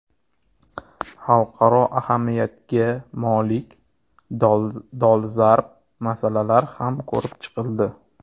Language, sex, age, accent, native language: Uzbek, male, 30-39, Toshkent shahri, Uzbek